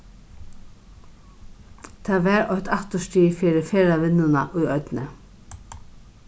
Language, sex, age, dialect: Faroese, female, 36-60, Norðurstreymoy/Eysturoy